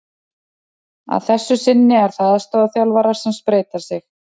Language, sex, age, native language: Icelandic, female, 30-39, Icelandic